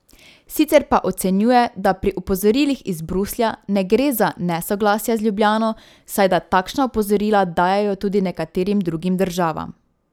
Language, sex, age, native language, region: Slovenian, female, 18-29, Slovenian, Drava region